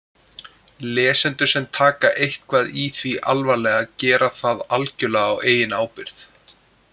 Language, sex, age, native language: Icelandic, male, 20-29, Icelandic